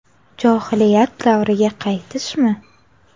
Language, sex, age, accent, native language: Uzbek, female, under 19, Navoiy, Uzbek